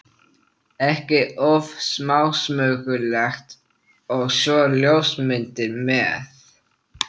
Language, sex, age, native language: Icelandic, male, 13, Icelandic